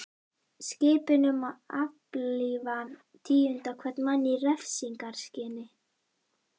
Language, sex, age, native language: Icelandic, female, 12, Icelandic